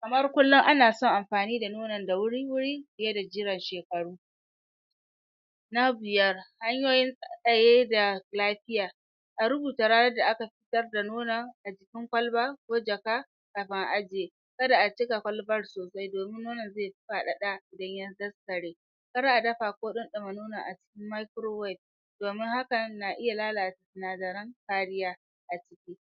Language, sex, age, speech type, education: Hausa, male, 30-45, spontaneous, tertiary